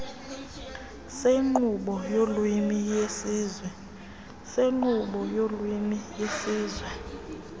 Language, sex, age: Xhosa, female, 22